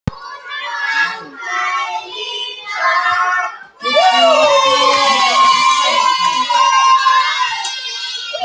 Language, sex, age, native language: Icelandic, female, 14, Icelandic